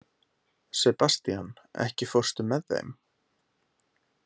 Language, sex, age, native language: Icelandic, male, 20-29, Icelandic